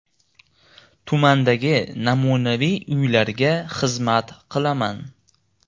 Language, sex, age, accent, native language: Uzbek, male, 18-24, Namangan, Uzbek